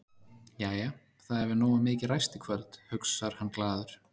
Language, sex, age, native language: Icelandic, male, 30-39, Icelandic